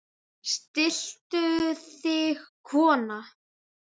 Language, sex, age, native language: Icelandic, male, 8, Icelandic